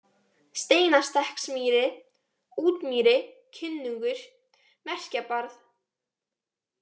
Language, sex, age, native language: Icelandic, female, 18-19, Icelandic